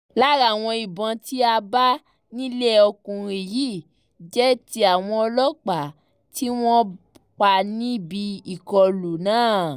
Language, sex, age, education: Yoruba, female, 15-29, tertiary